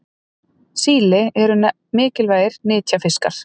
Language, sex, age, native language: Icelandic, female, 30-39, Icelandic